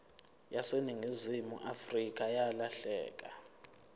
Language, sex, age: Zulu, male, 24